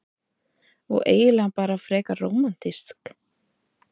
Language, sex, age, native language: Icelandic, female, 30-39, Icelandic